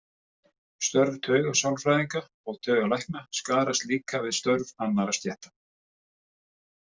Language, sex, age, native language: Icelandic, male, 50-59, Icelandic